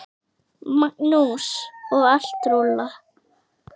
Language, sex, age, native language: Icelandic, female, 8, Icelandic